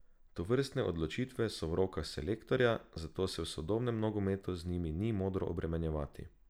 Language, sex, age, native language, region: Slovenian, male, 18-29, Slovenian, Drava region